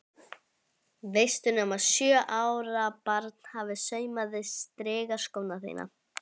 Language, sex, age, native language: Icelandic, female, 11, Icelandic